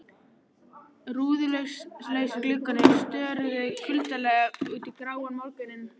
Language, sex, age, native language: Icelandic, female, 14, Icelandic